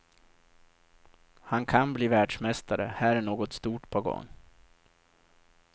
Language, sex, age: Swedish, male, 32